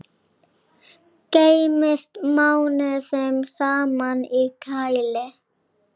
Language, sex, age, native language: Icelandic, female, 7, Icelandic